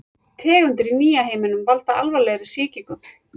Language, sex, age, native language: Icelandic, female, 40-49, Icelandic